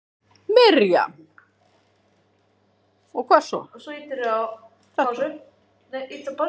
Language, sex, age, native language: Icelandic, female, 30-39, Icelandic